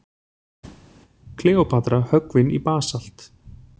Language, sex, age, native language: Icelandic, male, 40-49, Icelandic